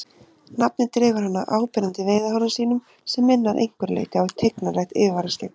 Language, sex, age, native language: Icelandic, female, 30-39, Icelandic